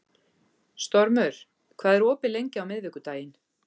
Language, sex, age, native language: Icelandic, female, 40-49, Icelandic